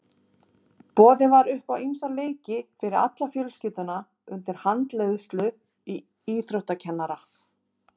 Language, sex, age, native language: Icelandic, female, 30-39, Icelandic